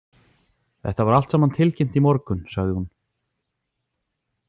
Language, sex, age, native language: Icelandic, male, 40-49, Icelandic